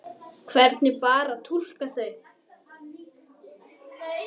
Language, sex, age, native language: Icelandic, male, 10, Icelandic